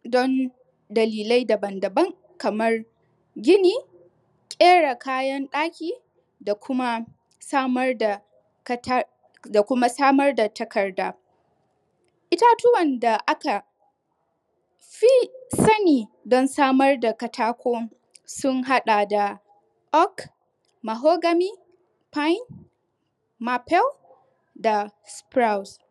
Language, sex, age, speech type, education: Hausa, female, 15-29, spontaneous, tertiary